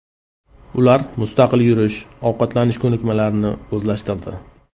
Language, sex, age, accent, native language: Uzbek, male, 35+, Qashqadaryo, Uzbek